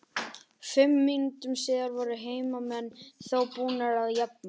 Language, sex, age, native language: Icelandic, male, 18-19, Icelandic